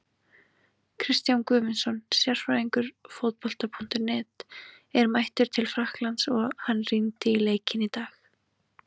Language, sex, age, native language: Icelandic, female, 20-29, Icelandic